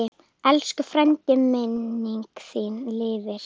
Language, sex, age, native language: Icelandic, female, 9, Icelandic